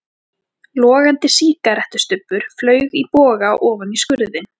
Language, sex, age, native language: Icelandic, female, 14, Icelandic